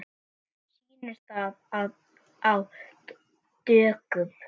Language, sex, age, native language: Icelandic, male, 7, Icelandic